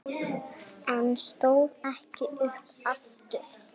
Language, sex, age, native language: Icelandic, female, 7, Icelandic